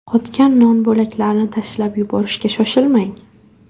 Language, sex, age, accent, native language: Uzbek, female, 18-24, Buxoro, Uzbek